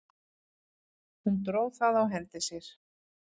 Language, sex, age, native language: Icelandic, female, 40-49, Icelandic